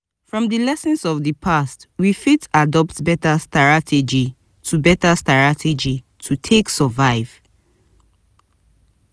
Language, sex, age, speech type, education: Nigerian Pidgin, female, 30-45, spontaneous, tertiary